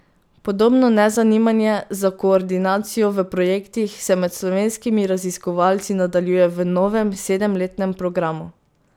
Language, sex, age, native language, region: Slovenian, female, 18-29, Slovenian, Pomurje region